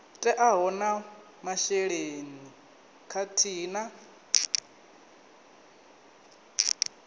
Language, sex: Venda, male